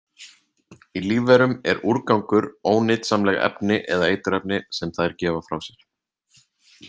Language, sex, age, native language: Icelandic, male, 30-39, Icelandic